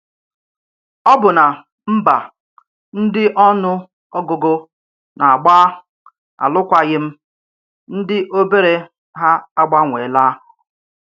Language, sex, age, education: Igbo, male, 30-45, tertiary